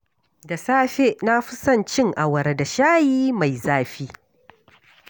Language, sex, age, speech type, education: Hausa, female, 46-60, read, tertiary